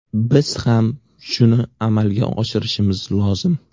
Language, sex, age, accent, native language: Uzbek, male, 18-24, Navoiy, Uzbek